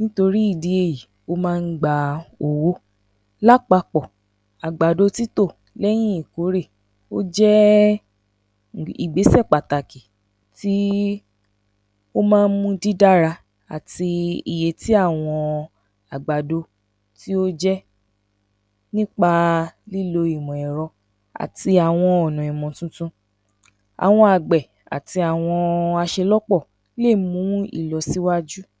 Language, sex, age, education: Yoruba, female, 30-45, tertiary